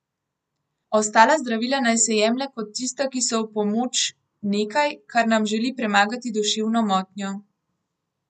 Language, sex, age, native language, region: Slovenian, female, 18-29, Slovenian, Gorenjska region